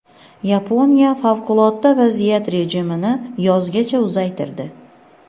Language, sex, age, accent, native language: Uzbek, female, 25-34, Xorazm, Uzbek